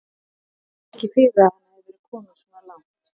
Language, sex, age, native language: Icelandic, female, 30-39, Icelandic